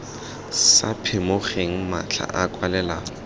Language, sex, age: Tswana, male, 21